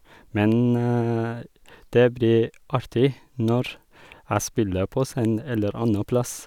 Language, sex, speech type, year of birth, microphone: Norwegian, male, spontaneous, 1981, Sennheiser